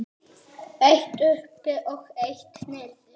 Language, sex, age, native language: Icelandic, male, 8, Icelandic